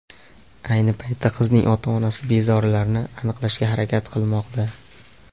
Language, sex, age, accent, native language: Uzbek, male, 18-24, Farg'ona, Uzbek